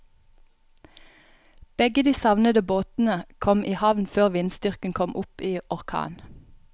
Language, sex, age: Norwegian, female, 31